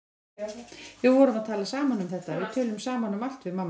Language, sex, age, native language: Icelandic, female, 40-49, Icelandic